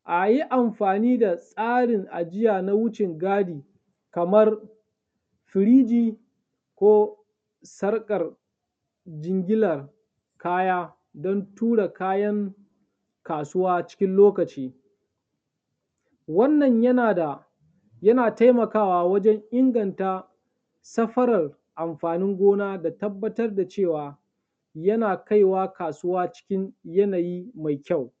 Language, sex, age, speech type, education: Hausa, male, 15-29, spontaneous, tertiary